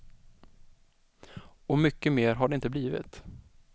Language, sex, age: Swedish, male, 20